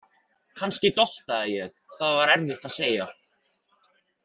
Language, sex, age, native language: Icelandic, male, 40-49, Icelandic